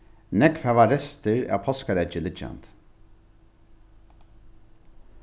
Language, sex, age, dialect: Faroese, male, 36-60, Norðurstreymoy/Eysturoy